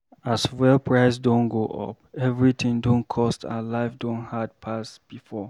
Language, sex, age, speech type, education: Nigerian Pidgin, male, 30-45, read, primary